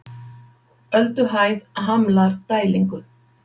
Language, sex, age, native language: Icelandic, female, 50-59, Icelandic